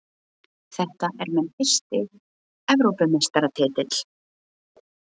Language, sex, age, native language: Icelandic, female, 20-29, Icelandic